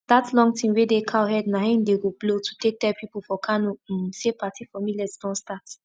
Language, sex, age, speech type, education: Nigerian Pidgin, female, 15-29, spontaneous, tertiary